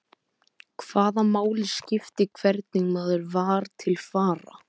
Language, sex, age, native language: Icelandic, male, 12, Icelandic